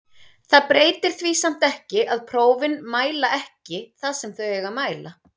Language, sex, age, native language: Icelandic, female, 30-39, Icelandic